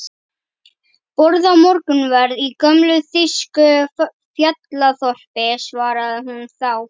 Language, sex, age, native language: Icelandic, female, 11, Icelandic